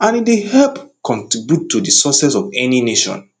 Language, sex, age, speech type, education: Nigerian Pidgin, male, 30-45, spontaneous, tertiary